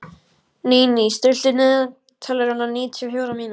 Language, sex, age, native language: Icelandic, male, 14, Icelandic